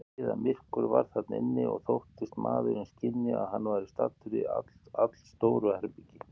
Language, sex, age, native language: Icelandic, male, 50-59, Icelandic